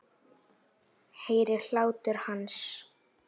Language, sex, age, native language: Icelandic, female, 8, Icelandic